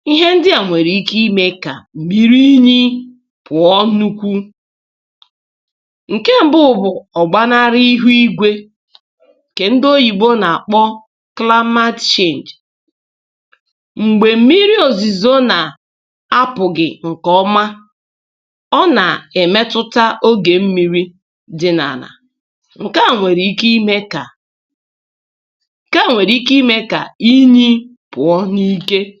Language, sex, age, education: Igbo, female, 30-45, tertiary